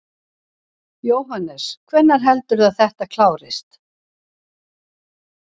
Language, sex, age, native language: Icelandic, female, 60-69, Icelandic